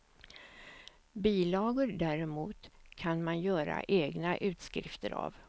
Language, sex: Swedish, female